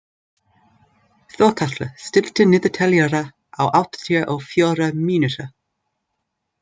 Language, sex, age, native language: Icelandic, other, 20-29, English